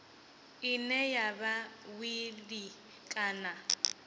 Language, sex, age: Venda, female, 18